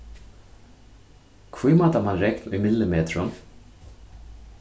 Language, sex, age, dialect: Faroese, male, 15-35, Suðurstreymoy